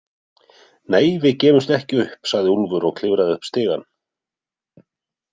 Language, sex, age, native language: Icelandic, male, 50-59, Icelandic